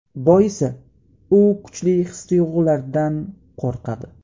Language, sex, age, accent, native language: Uzbek, male, 18-24, Qashqadaryo, Uzbek